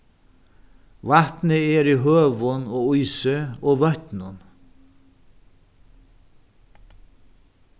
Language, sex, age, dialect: Faroese, male, 61+, Norðuroyggjar